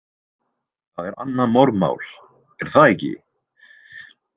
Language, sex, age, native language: Icelandic, male, 20-29, Icelandic